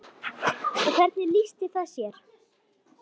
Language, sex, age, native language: Icelandic, female, 10, Icelandic